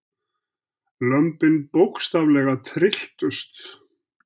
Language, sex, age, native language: Icelandic, male, 70-79, Icelandic